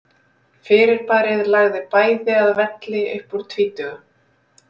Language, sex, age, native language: Icelandic, female, 30-39, Icelandic